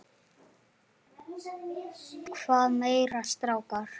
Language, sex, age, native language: Icelandic, male, 8, Icelandic